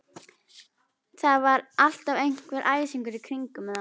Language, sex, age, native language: Icelandic, female, 12, Icelandic